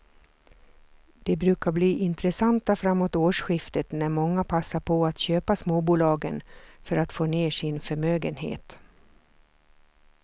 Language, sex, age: Swedish, female, 47